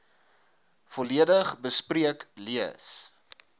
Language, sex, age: Afrikaans, male, 21